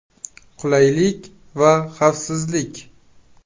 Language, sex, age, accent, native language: Uzbek, male, 18-24, Qashqadaryo, Uzbek